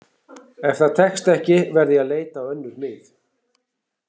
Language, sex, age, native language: Icelandic, female, 40-49, Icelandic